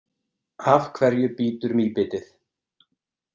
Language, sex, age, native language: Icelandic, male, 30-39, Icelandic